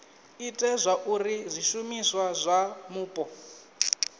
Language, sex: Venda, male